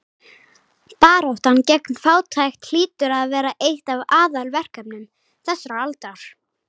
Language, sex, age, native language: Icelandic, female, 18-19, Icelandic